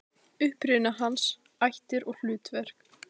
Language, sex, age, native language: Icelandic, female, 16, Icelandic